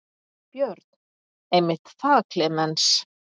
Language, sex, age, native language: Icelandic, female, 50-59, Icelandic